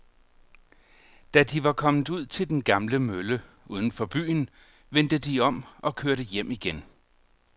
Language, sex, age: Danish, male, 45